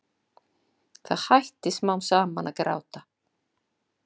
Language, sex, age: Icelandic, female, 60-69